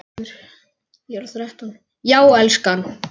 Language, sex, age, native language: Icelandic, male, 10, Icelandic